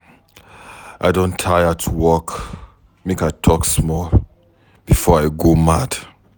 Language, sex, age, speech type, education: Nigerian Pidgin, male, 15-29, read, secondary